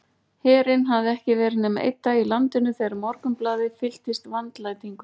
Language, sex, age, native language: Icelandic, female, 40-49, Icelandic